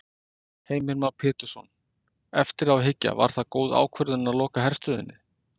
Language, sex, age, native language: Icelandic, male, 50-59, Icelandic